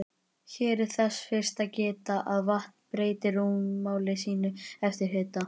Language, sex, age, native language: Icelandic, male, 20-29, Icelandic